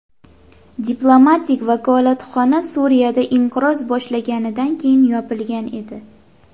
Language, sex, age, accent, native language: Uzbek, female, 19-29, Andijon, Uzbek